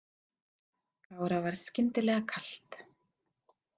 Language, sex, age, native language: Icelandic, female, 40-49, Icelandic